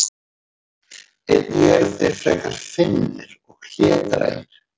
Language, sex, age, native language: Icelandic, male, 40-49, Icelandic